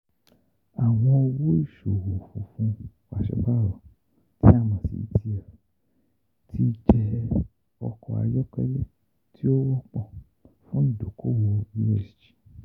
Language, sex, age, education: Yoruba, male, 15-29, tertiary